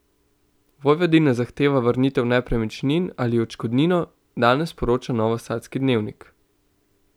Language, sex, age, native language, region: Slovenian, male, 18-29, Slovenian, Central Slovenia